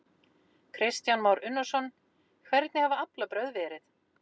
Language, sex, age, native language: Icelandic, female, 40-49, Icelandic